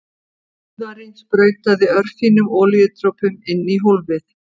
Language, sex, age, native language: Icelandic, female, 50-59, Icelandic